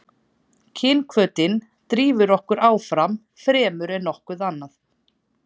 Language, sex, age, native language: Icelandic, female, 30-39, Icelandic